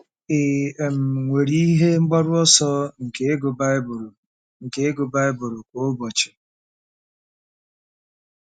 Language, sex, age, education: Igbo, male, 30-45, tertiary